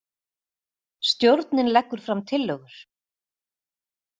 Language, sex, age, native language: Icelandic, female, 40-49, Icelandic